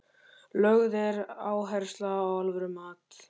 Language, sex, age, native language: Icelandic, male, 13, Icelandic